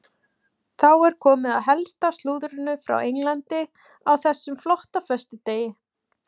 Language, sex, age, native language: Icelandic, female, 40-49, Icelandic